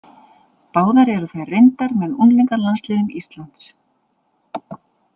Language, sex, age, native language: Icelandic, female, 40-49, Icelandic